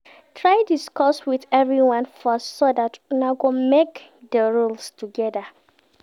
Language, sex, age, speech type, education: Nigerian Pidgin, female, 15-29, read, secondary